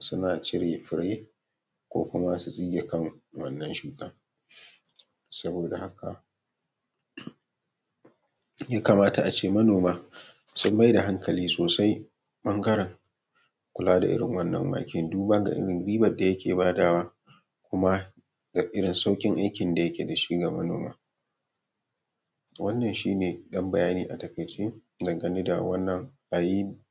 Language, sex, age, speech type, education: Hausa, male, 15-29, spontaneous, tertiary